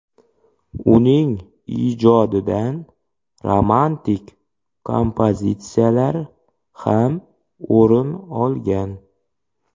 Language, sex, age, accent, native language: Uzbek, male, 25-34, Xorazm, Uzbek